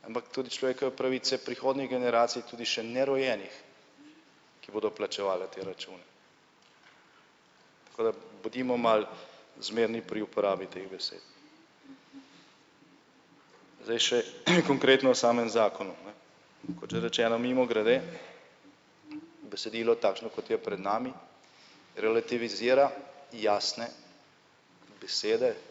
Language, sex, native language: Slovenian, male, Slovenian